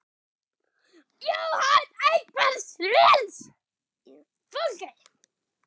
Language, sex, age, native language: Icelandic, female, 8, German